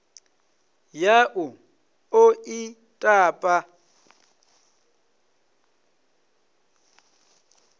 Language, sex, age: Venda, male, 26